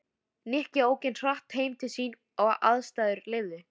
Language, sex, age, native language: Icelandic, female, 13, Icelandic